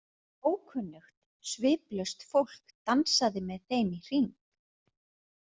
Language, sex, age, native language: Icelandic, female, 40-49, Icelandic